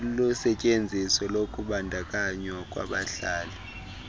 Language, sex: Xhosa, male